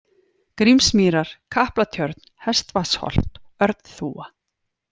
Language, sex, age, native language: Icelandic, female, 40-49, Icelandic